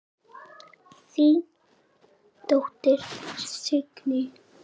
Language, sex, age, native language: Icelandic, male, 8, Icelandic